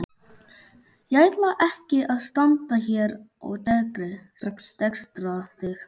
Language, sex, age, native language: Icelandic, male, 11, Icelandic